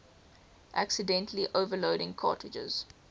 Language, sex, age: English, female, 18